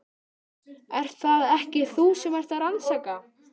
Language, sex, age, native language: Icelandic, male, 13, Icelandic